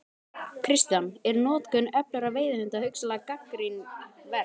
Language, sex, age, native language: Icelandic, male, 12, Icelandic